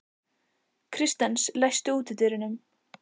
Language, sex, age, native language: Icelandic, female, 14, Icelandic